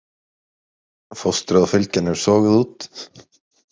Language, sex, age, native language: Icelandic, male, 30-39, Icelandic